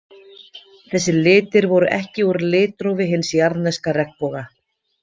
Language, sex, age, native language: Icelandic, female, 50-59, Icelandic